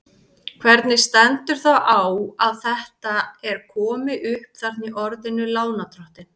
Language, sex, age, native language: Icelandic, female, 30-39, Icelandic